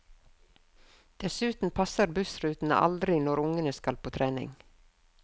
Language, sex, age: Norwegian, female, 52